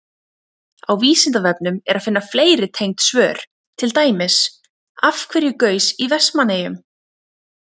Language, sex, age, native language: Icelandic, female, 20-29, Icelandic